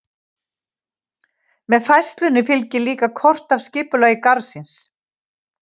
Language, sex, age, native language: Icelandic, female, 50-59, Icelandic